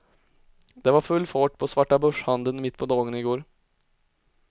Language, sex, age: Swedish, male, 20